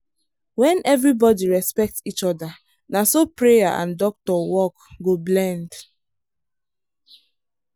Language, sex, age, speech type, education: Nigerian Pidgin, female, 15-29, spontaneous, tertiary